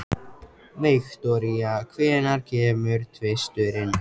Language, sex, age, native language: Icelandic, male, 14, Icelandic